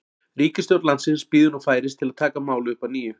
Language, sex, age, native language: Icelandic, male, 40-49, Icelandic